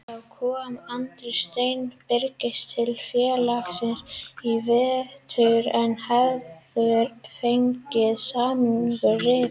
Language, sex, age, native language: Icelandic, female, 30-39, Icelandic